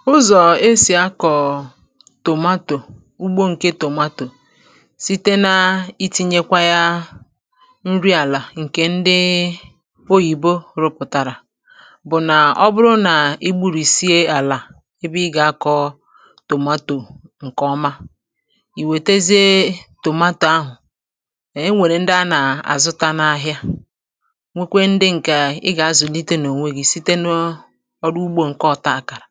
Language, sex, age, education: Igbo, male, 30-45, tertiary